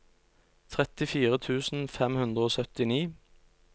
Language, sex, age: Norwegian, male, 29